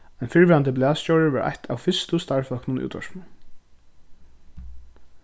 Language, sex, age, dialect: Faroese, male, 15-35, Suðurstreymoy